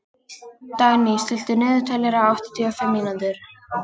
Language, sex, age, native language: Icelandic, other, 18-19, Icelandic